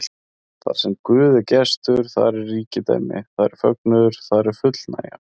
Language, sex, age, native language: Icelandic, male, 30-39, Icelandic